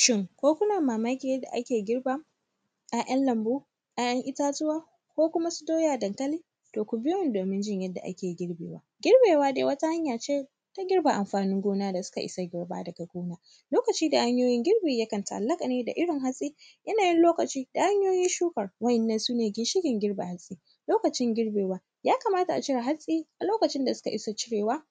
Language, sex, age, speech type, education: Hausa, female, 15-29, spontaneous, tertiary